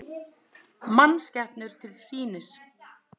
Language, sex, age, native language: Icelandic, female, 30-39, Icelandic